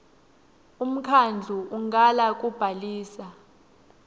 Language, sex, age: Swati, female, 19